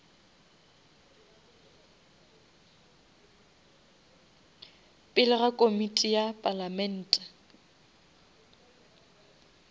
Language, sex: Northern Sotho, female